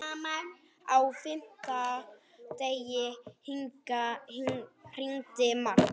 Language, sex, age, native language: Icelandic, male, 8, Icelandic